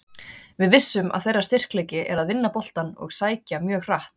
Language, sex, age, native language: Icelandic, female, 30-39, Icelandic